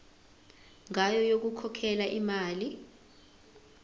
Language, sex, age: Zulu, female, 20